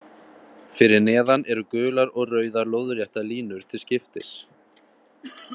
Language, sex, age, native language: Icelandic, male, 30-39, Icelandic